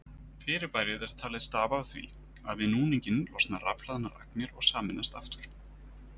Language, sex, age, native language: Icelandic, male, 30-39, Icelandic